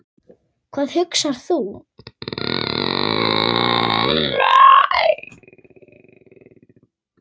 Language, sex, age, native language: Icelandic, female, 9, Icelandic